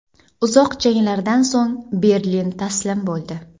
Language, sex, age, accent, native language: Uzbek, female, 18-24, Jizzax, Uzbek